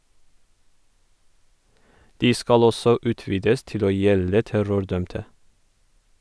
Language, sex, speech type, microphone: Norwegian, female, read, Sennheiser